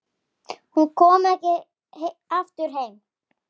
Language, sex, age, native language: Icelandic, female, 8, Icelandic